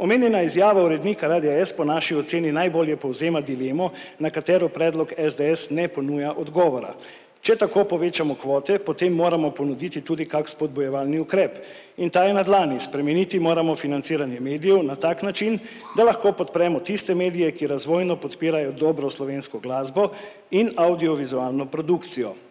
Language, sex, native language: Slovenian, male, Slovenian